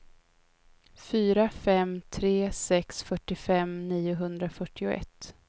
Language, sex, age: Swedish, female, 22